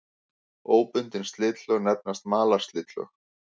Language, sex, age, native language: Icelandic, male, 50-59, Icelandic